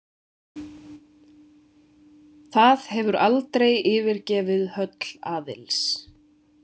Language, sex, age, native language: Icelandic, female, 20-29, Icelandic